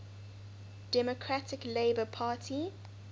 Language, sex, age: English, female, 19